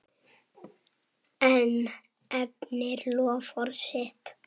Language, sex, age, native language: Icelandic, male, 7, Icelandic